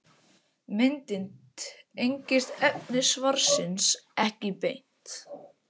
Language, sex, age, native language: Icelandic, male, 18-19, Icelandic